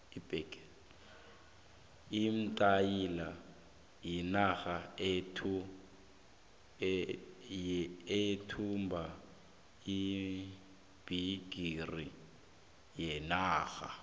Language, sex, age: South Ndebele, male, 18